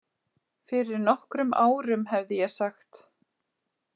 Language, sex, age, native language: Icelandic, female, 30-39, Icelandic